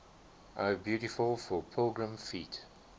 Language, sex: English, male